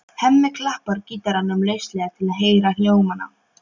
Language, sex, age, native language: Icelandic, female, 12, Polish